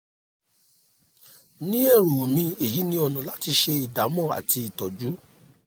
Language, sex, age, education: Yoruba, male, 30-45, tertiary